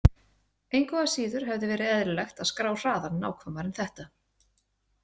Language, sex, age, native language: Icelandic, female, 30-39, Icelandic